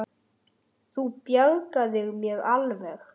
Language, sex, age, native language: Icelandic, female, 60-69, Icelandic